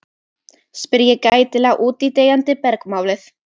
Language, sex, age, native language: Icelandic, female, 12, Icelandic